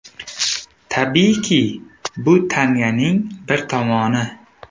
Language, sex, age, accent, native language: Uzbek, male, 18-24, Surxondaryo, Uzbek